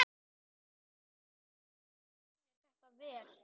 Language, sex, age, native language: Icelandic, male, 11, Icelandic